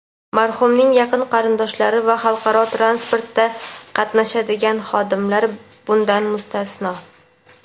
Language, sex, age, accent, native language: Uzbek, female, 18-24, Toshkent viloyati, Uzbek